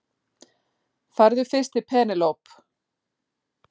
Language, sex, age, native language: Icelandic, female, 40-49, Icelandic